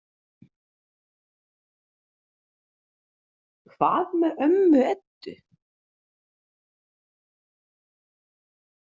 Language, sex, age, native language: Icelandic, female, 30-39, Icelandic